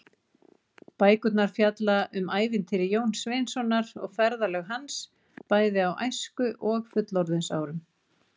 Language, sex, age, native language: Icelandic, female, 40-49, Icelandic